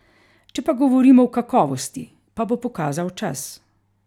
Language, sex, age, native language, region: Slovenian, female, 50-59, Slovenian, Carinthia region